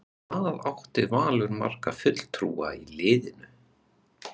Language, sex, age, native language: Icelandic, male, 20-29, Icelandic